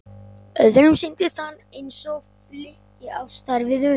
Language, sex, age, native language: Icelandic, male, 11, Icelandic